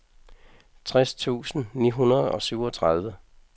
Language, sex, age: Danish, male, 55